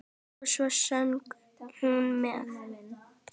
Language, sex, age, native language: Icelandic, female, 10, Icelandic